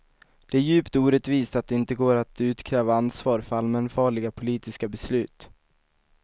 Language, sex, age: Swedish, male, 19